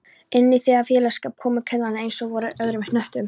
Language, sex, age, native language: Icelandic, female, 13, Polish